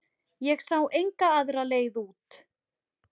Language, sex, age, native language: Icelandic, female, 40-49, Icelandic